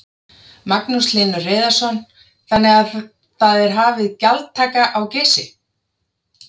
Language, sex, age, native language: Icelandic, female, 30-39, Icelandic